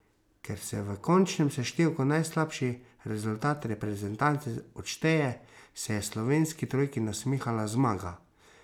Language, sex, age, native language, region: Slovenian, male, 30-49, Slovenian, Savinja region